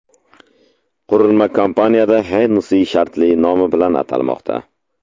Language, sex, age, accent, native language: Uzbek, male, 25-34, Samarqand, Uzbek